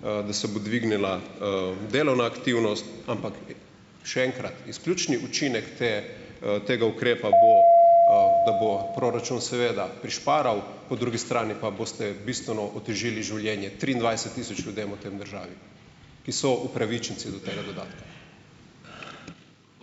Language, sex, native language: Slovenian, male, Slovenian